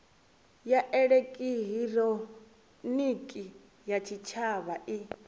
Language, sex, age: Venda, female, 24